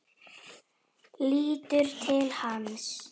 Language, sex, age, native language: Icelandic, female, 10, Icelandic